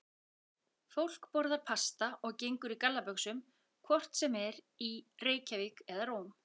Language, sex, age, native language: Icelandic, female, 40-49, Icelandic